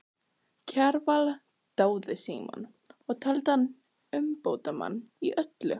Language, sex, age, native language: Icelandic, other, 12, Icelandic